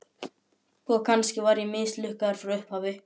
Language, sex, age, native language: Icelandic, male, 11, Icelandic